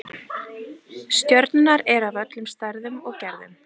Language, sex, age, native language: Icelandic, female, 30-39, Icelandic